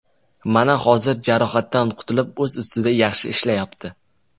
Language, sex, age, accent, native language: Uzbek, male, 19-29, Jizzax, Uzbek